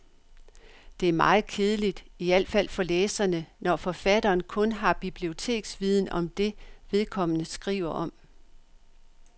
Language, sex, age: Danish, female, 62